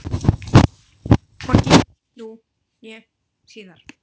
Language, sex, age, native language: Icelandic, female, 10, Icelandic